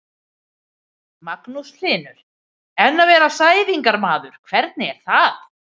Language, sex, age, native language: Icelandic, female, 50-59, Icelandic